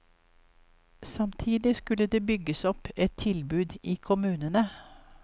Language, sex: Norwegian, female